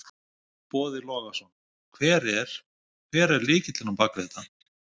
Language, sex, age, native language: Icelandic, male, 50-59, Icelandic